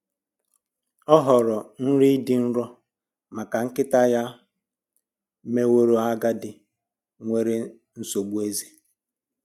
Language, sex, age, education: Igbo, male, 15-29, tertiary